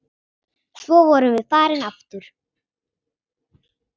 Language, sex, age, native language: Icelandic, female, 10, Icelandic